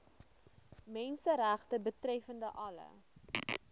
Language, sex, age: Afrikaans, female, 20